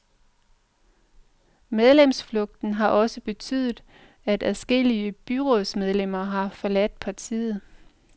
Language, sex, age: Danish, female, 45